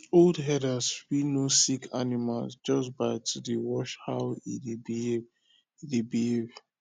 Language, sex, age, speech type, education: Nigerian Pidgin, male, 15-29, spontaneous, tertiary